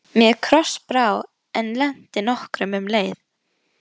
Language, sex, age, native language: Icelandic, female, 12, Icelandic